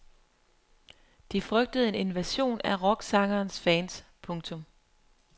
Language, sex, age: Danish, female, 23